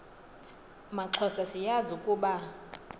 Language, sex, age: Xhosa, female, 20